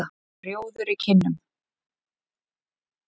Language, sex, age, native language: Icelandic, female, 8, Icelandic